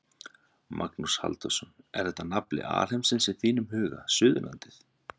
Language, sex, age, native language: Icelandic, male, 30-39, Icelandic